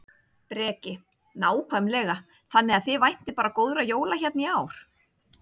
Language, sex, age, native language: Icelandic, female, 30-39, Icelandic